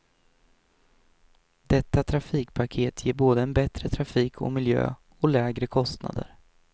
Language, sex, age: Swedish, male, 23